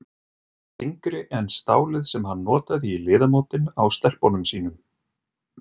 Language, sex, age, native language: Icelandic, male, 30-39, Icelandic